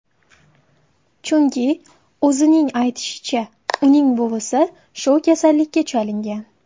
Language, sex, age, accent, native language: Uzbek, female, 18-24, Qashqadaryo, Uzbek